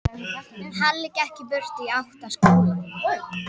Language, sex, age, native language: Icelandic, female, 11, Icelandic